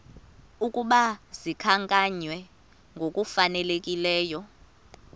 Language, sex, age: Xhosa, female, 24